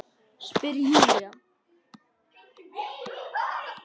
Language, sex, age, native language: Icelandic, male, 10, Icelandic